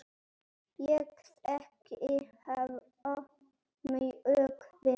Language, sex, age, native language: Icelandic, male, 8, Icelandic